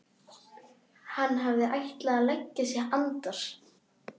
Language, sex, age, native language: Icelandic, female, 12, Icelandic